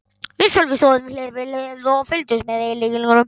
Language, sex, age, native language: Icelandic, male, 11, Icelandic